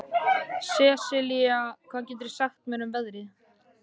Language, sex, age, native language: Icelandic, male, 13, Icelandic